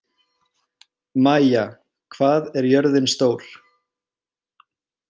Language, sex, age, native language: Icelandic, male, 20-29, Icelandic